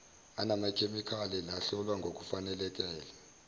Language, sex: Zulu, male